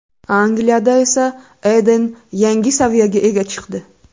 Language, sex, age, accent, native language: Uzbek, female, 18-24, Buxoro, Uzbek